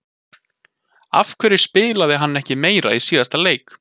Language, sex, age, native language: Icelandic, male, 20-29, Icelandic